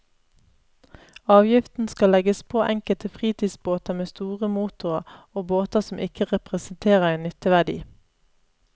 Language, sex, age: Norwegian, female, 31